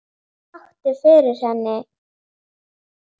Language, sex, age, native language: Icelandic, female, 9, Icelandic